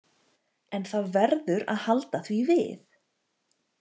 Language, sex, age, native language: Icelandic, female, 30-39, Icelandic